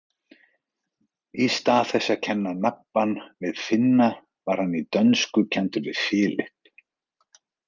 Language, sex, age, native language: Icelandic, male, 40-49, Icelandic